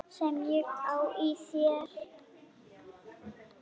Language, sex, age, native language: Icelandic, female, 9, Icelandic